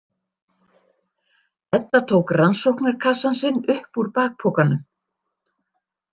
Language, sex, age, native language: Icelandic, female, 60-69, Icelandic